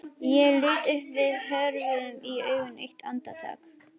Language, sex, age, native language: Icelandic, female, 11, Icelandic